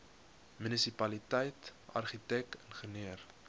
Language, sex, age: Afrikaans, male, 21